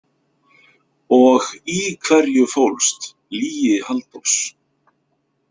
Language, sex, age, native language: Icelandic, male, 50-59, Icelandic